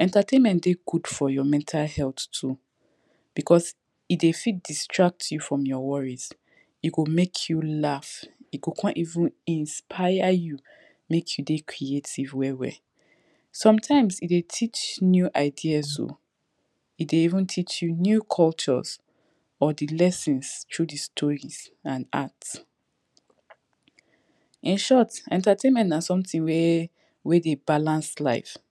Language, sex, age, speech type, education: Nigerian Pidgin, female, 15-29, spontaneous, tertiary